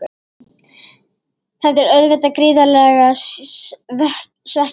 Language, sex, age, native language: Icelandic, female, 18-19, Icelandic